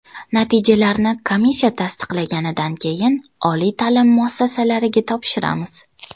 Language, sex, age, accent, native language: Uzbek, female, 19-29, Toshkent viloyati, Uzbek